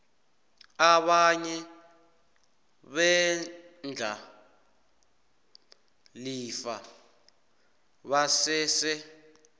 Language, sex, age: South Ndebele, male, 19